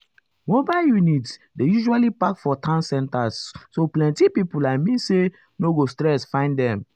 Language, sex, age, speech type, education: Nigerian Pidgin, male, 15-29, spontaneous, tertiary